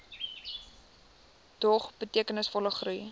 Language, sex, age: Afrikaans, female, 18